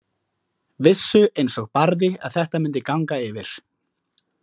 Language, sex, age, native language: Icelandic, male, 18-19, Icelandic